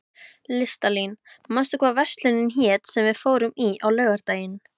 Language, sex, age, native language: Icelandic, female, 12, Icelandic